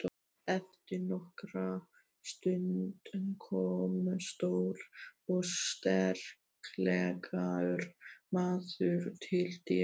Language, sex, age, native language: Icelandic, male, 12, Icelandic